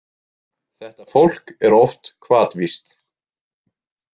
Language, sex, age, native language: Icelandic, male, 20-29, Icelandic